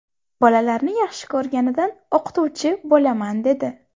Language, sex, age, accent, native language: Uzbek, female, 18-24, Buxoro, Uzbek